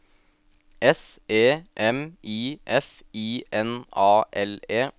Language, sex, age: Norwegian, male, 18